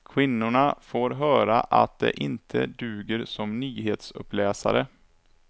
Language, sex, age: Swedish, male, 27